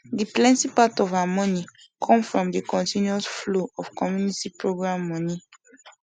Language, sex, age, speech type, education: Nigerian Pidgin, female, 15-29, spontaneous, secondary